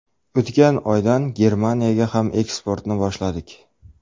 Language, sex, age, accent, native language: Uzbek, male, 18-24, Farg'ona, Uzbek